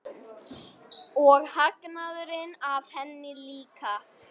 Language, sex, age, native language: Icelandic, male, 18-19, Icelandic